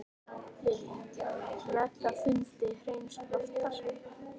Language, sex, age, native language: Icelandic, female, 13, Icelandic